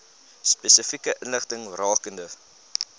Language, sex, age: Afrikaans, male, 20